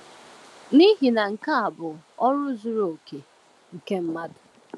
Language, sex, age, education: Igbo, female, 15-29, tertiary